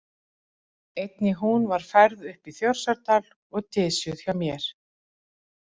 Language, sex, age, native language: Icelandic, female, 40-49, Icelandic